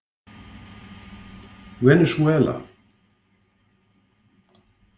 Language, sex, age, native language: Icelandic, male, 50-59, Icelandic